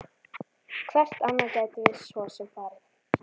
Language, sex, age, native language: Icelandic, female, 12, Icelandic